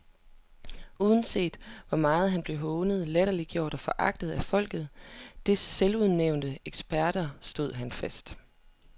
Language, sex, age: Danish, female, 27